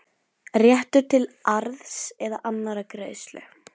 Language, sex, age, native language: Icelandic, female, 11, Norwegian